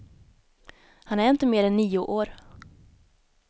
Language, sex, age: Swedish, female, 19